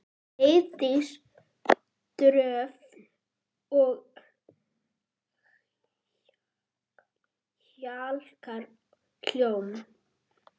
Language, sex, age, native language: Icelandic, female, 8, Icelandic